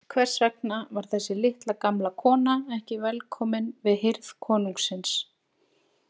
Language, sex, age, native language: Icelandic, female, 30-39, Icelandic